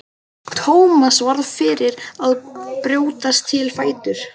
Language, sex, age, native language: Icelandic, male, 12, Icelandic